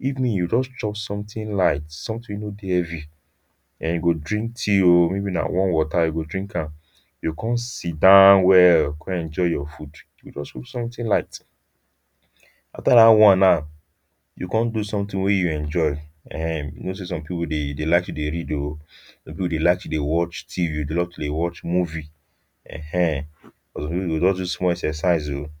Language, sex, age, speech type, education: Nigerian Pidgin, male, 15-29, spontaneous, tertiary